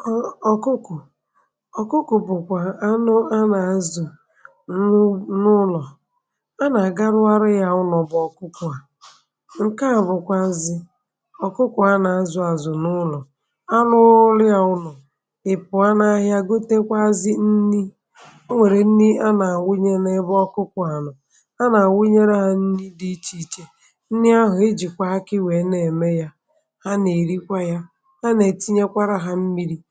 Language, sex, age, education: Igbo, female, 46-60, tertiary